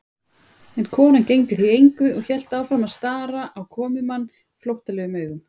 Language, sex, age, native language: Icelandic, female, 30-39, Icelandic